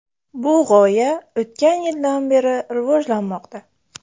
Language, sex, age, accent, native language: Uzbek, female, 25-34, Buxoro, Uzbek